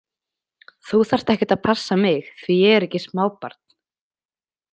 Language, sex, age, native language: Icelandic, female, 20-29, Icelandic